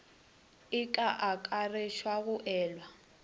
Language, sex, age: Northern Sotho, female, 21